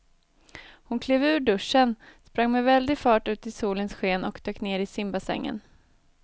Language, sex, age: Swedish, female, 23